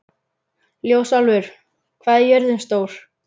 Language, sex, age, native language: Icelandic, male, 11, Icelandic